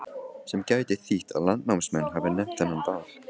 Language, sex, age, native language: Icelandic, male, 15, Icelandic